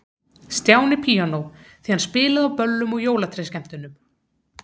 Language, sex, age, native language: Icelandic, female, 30-39, Icelandic